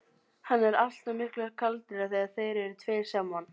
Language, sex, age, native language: Icelandic, female, 12, Icelandic